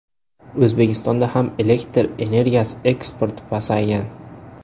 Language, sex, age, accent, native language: Uzbek, male, 18-24, Andijon, Uzbek